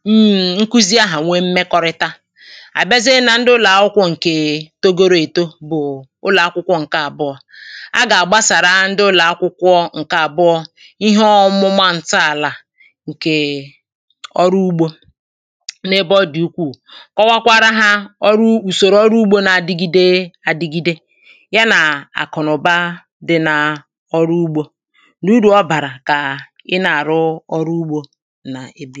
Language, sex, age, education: Igbo, female, 15-29, tertiary